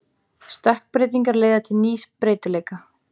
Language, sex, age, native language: Icelandic, female, 18-19, Icelandic